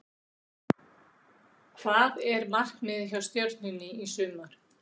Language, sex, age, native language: Icelandic, female, 60-69, Icelandic